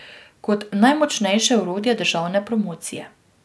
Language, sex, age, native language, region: Slovenian, female, 18-29, Slovenian, Drava region